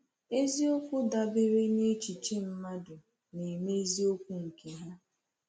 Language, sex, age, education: Igbo, female, 15-29, tertiary